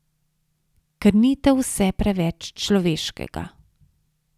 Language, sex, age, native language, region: Slovenian, female, 50-59, Slovenian, Savinja region